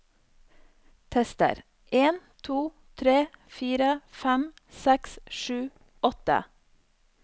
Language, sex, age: Norwegian, female, 34